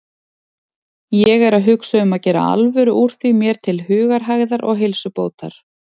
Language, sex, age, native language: Icelandic, female, 40-49, Icelandic